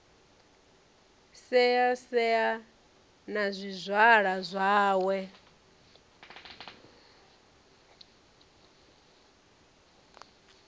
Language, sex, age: Venda, female, 34